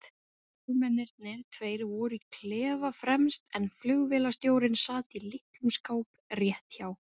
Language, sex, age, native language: Icelandic, female, 20-29, Icelandic